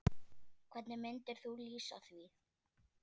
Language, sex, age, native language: Icelandic, female, 10, Icelandic